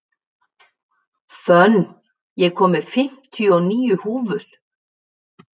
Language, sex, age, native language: Icelandic, female, 50-59, Icelandic